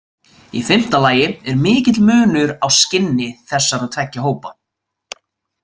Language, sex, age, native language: Icelandic, male, 20-29, Icelandic